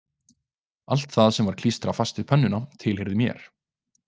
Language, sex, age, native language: Icelandic, male, 20-29, Icelandic